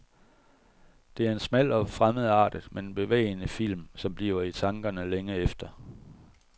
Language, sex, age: Danish, male, 41